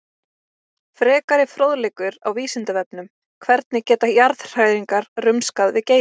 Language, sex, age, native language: Icelandic, female, 20-29, Icelandic